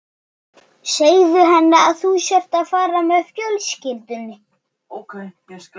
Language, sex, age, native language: Icelandic, male, 14, Icelandic